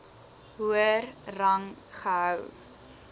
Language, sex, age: Afrikaans, female, 20